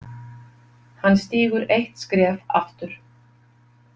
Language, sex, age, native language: Icelandic, female, 50-59, Icelandic